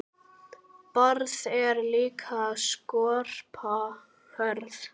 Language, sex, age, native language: Icelandic, male, 9, Icelandic